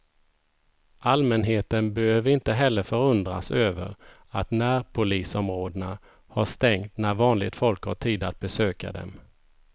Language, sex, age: Swedish, male, 51